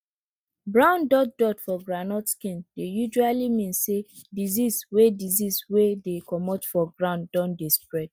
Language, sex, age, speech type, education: Nigerian Pidgin, female, 30-45, spontaneous, tertiary